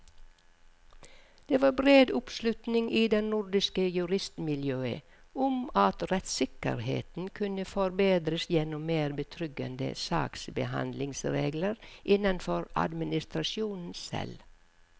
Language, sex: Norwegian, female